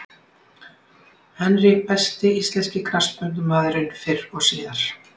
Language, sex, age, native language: Icelandic, female, 60-69, Icelandic